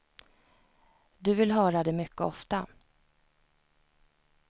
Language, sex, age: Swedish, female, 29